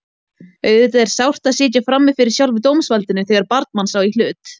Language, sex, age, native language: Icelandic, female, 18-19, Icelandic